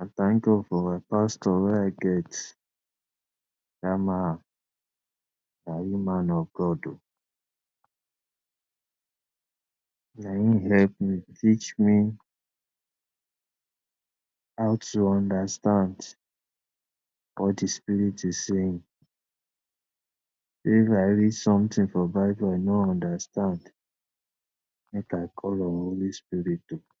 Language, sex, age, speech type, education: Nigerian Pidgin, male, 60+, spontaneous, tertiary